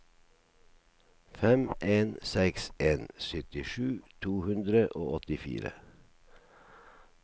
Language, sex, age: Norwegian, male, 57